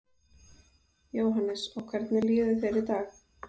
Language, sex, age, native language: Icelandic, female, 30-39, Icelandic